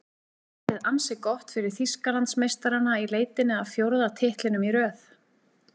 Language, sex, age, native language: Icelandic, female, 40-49, Icelandic